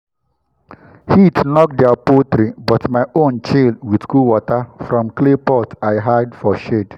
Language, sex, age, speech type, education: Nigerian Pidgin, male, 15-29, spontaneous, tertiary